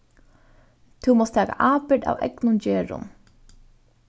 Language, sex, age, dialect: Faroese, female, 15-35, Norðuroyggjar